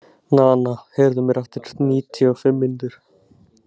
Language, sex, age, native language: Icelandic, male, 16, Icelandic